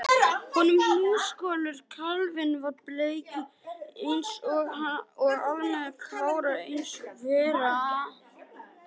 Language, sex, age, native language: Icelandic, female, 50-59, Icelandic